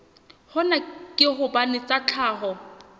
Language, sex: Southern Sotho, female